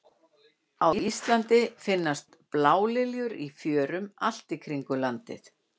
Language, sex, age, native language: Icelandic, female, 60-69, Icelandic